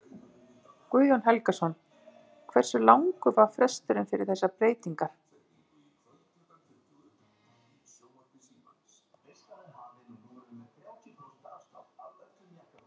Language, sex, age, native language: Icelandic, female, 50-59, Icelandic